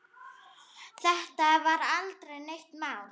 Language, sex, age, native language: Icelandic, female, 9, Icelandic